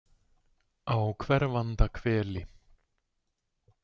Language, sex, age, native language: Icelandic, male, 60-69, Icelandic